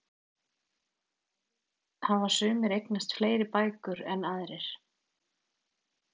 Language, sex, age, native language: Icelandic, female, 40-49, Icelandic